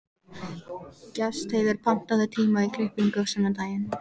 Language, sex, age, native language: Icelandic, female, 14, Icelandic